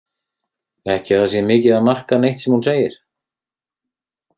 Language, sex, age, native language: Icelandic, male, 30-39, Icelandic